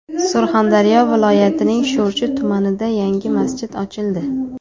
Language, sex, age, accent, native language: Uzbek, female, 19-29, Toshkent shahri, Uzbek